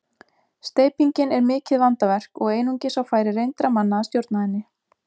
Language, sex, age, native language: Icelandic, female, 20-29, Icelandic